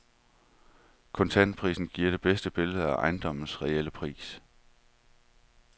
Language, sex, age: Danish, male, 31